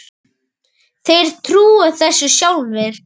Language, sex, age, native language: Icelandic, male, 9, Icelandic